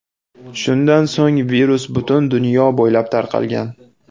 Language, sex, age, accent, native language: Uzbek, male, 18-24, Namangan, Uzbek